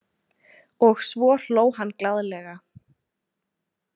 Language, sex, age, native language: Icelandic, female, 20-29, Icelandic